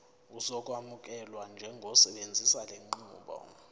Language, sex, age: Zulu, male, 24